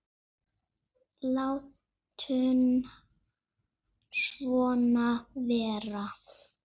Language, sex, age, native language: Icelandic, female, 7, Icelandic